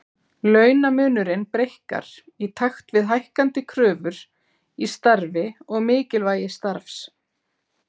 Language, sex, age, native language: Icelandic, female, 40-49, Icelandic